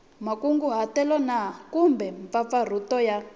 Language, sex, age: Tsonga, female, 20